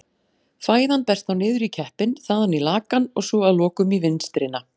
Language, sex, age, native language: Icelandic, female, 40-49, Icelandic